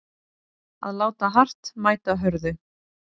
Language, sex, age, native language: Icelandic, female, 30-39, Icelandic